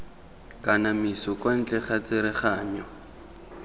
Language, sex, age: Tswana, male, 23